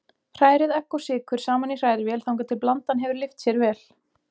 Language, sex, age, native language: Icelandic, female, 20-29, Icelandic